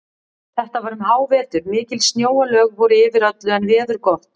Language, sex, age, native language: Icelandic, female, 40-49, Icelandic